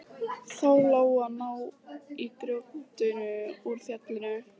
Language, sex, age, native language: Icelandic, female, 14, Icelandic